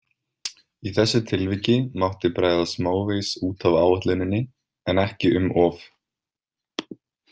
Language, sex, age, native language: Icelandic, male, 20-29, Icelandic